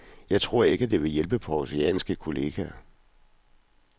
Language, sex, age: Danish, male, 41